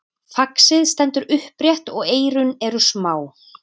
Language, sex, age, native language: Icelandic, female, 30-39, Icelandic